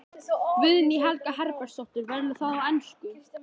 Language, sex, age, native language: Icelandic, male, 11, Icelandic